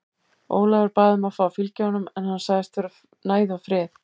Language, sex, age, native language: Icelandic, female, 70-79, Icelandic